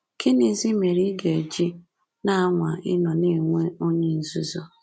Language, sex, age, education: Igbo, female, 15-29, secondary